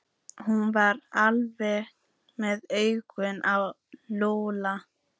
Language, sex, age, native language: Icelandic, female, 14, Icelandic